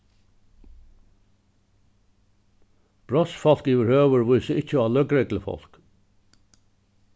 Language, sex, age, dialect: Faroese, male, 61+, Suðuroy